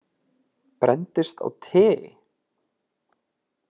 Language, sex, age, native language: Icelandic, male, 30-39, Icelandic